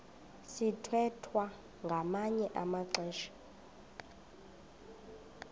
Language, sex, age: Xhosa, female, 26